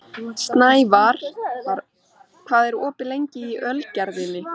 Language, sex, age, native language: Icelandic, female, 13, Icelandic